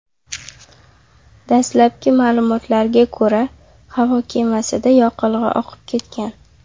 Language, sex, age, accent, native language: Uzbek, female, under 19, Qashqadaryo, Uzbek